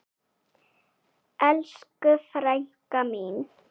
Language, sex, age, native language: Icelandic, female, 8, Icelandic